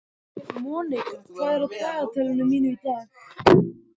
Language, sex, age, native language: Icelandic, male, 14, Icelandic